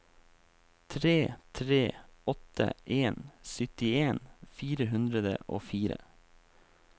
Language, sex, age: Norwegian, male, 28